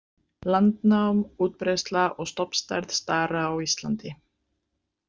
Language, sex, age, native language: Icelandic, female, 30-39, Icelandic